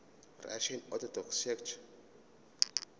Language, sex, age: Zulu, male, 25